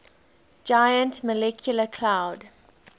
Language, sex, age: English, female, 20